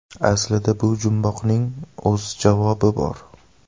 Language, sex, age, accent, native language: Uzbek, male, 18-24, Toshkent shahri, Uzbek